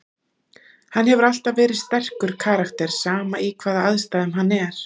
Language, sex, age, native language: Icelandic, female, 30-39, Icelandic